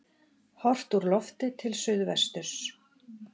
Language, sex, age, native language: Icelandic, female, 40-49, Icelandic